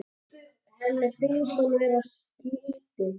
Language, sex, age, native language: Icelandic, male, 10, Icelandic